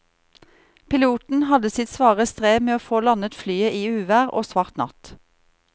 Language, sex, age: Norwegian, female, 38